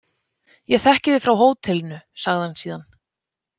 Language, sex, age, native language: Icelandic, female, 20-29, Icelandic